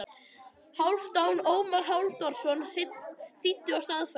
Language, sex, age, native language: Icelandic, male, 21, Icelandic